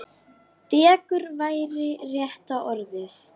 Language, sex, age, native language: Icelandic, female, 9, Icelandic